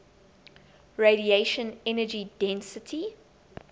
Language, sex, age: English, female, 22